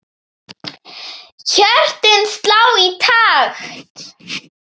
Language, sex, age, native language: Icelandic, female, 8, Icelandic